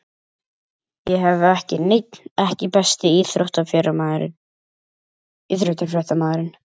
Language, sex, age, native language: Icelandic, male, 11, Icelandic